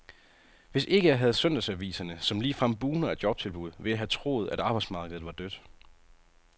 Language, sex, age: Danish, male, 30